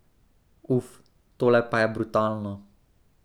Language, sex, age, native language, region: Slovenian, male, 18-29, Slovenian, Drava region